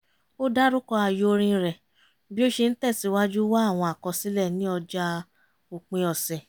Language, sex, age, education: Yoruba, female, 30-45, tertiary